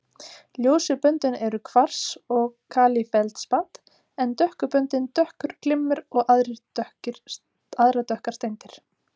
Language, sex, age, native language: Icelandic, female, 30-39, Icelandic